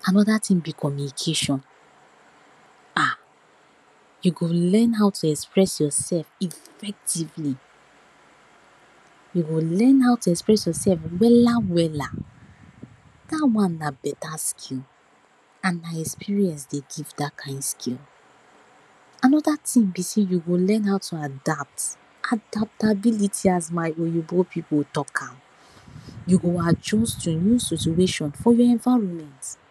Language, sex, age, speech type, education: Nigerian Pidgin, female, 46-60, spontaneous, tertiary